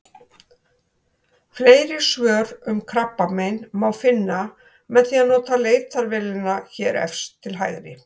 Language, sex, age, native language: Icelandic, female, 60-69, Icelandic